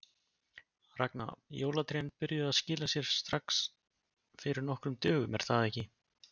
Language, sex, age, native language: Icelandic, male, 20-29, Icelandic